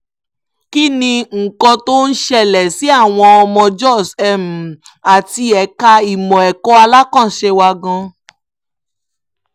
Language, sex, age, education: Yoruba, female, 15-29, tertiary